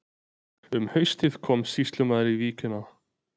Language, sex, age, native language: Icelandic, male, 20-29, Icelandic